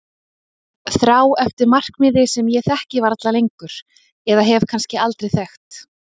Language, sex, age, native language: Icelandic, female, 30-39, Icelandic